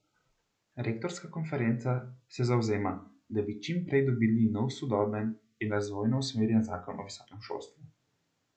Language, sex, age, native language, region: Slovenian, male, 18-29, Slovenian, Central Slovenia